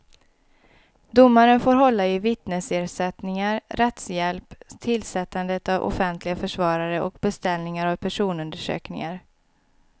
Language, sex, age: Swedish, female, 26